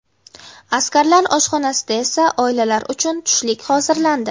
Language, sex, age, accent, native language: Uzbek, female, 18-24, Jizzax, Uzbek